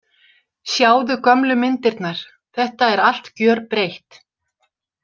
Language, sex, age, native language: Icelandic, female, 60-69, Icelandic